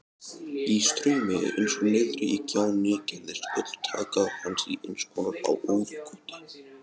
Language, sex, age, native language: Icelandic, male, 20-29, Icelandic